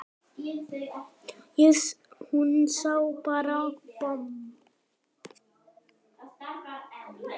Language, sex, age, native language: Icelandic, male, 9, Icelandic